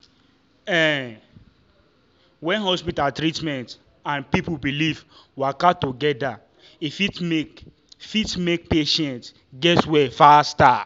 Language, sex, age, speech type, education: Nigerian Pidgin, male, 15-29, spontaneous, tertiary